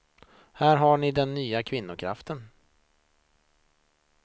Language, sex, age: Swedish, male, 26